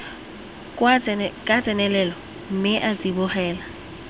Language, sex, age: Tswana, female, 21